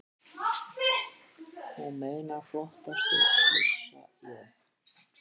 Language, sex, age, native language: Icelandic, female, 70-79, Icelandic